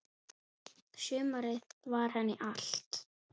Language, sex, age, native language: Icelandic, female, 6, Icelandic